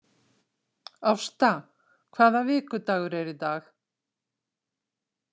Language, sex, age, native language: Icelandic, female, 60-69, Icelandic